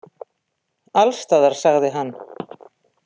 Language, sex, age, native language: Icelandic, female, 50-59, Icelandic